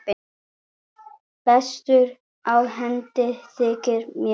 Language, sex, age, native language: Icelandic, male, 9, Icelandic